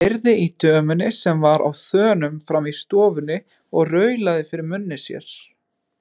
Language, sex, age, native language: Icelandic, male, 20-29, Icelandic